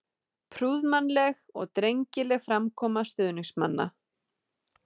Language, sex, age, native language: Icelandic, female, 30-39, Icelandic